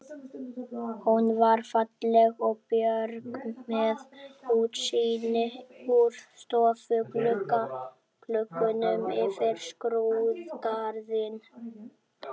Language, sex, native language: Icelandic, male, Icelandic